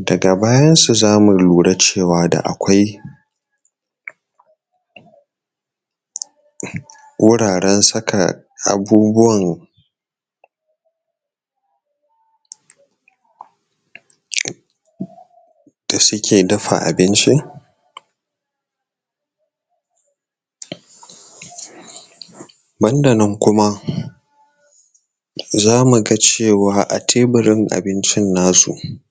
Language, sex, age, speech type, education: Hausa, male, 30-45, spontaneous, tertiary